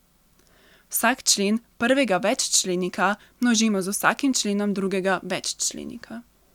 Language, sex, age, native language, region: Slovenian, female, 18-29, Slovenian, Central Slovenia